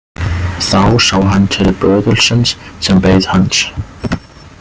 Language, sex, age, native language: Icelandic, male, 20-29, German